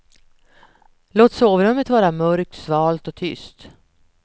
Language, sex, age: Swedish, female, 48